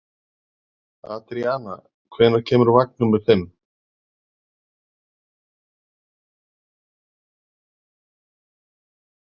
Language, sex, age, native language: Icelandic, male, 40-49, Icelandic